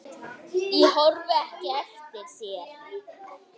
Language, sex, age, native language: Icelandic, other, 8, Icelandic